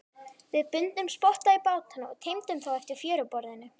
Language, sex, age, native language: Icelandic, female, 11, Icelandic